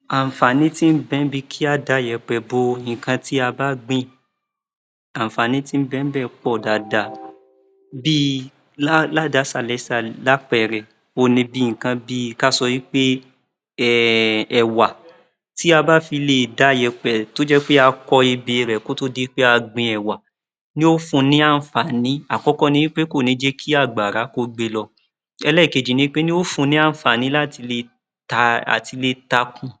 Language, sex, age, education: Yoruba, male, 30-45, tertiary